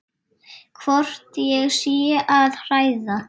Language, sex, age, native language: Icelandic, male, 7, Icelandic